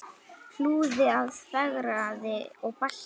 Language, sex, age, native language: Icelandic, female, 9, Icelandic